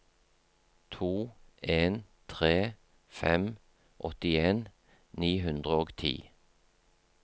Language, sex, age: Norwegian, male, 43